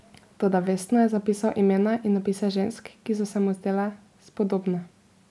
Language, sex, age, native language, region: Slovenian, female, 18-29, Slovenian, Drava region